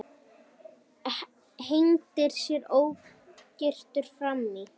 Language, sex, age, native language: Icelandic, female, 9, Icelandic